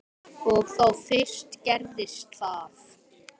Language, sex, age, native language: Icelandic, male, 10, Icelandic